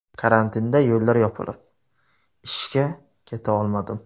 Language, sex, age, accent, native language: Uzbek, male, 25-34, Surxondaryo, Uzbek